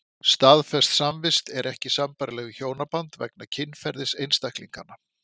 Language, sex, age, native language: Icelandic, male, 50-59, Icelandic